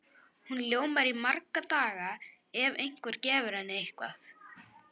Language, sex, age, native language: Icelandic, female, 11, Icelandic